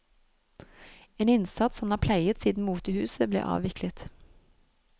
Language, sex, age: Norwegian, female, 31